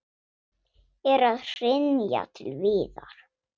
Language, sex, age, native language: Icelandic, female, 7, Swedish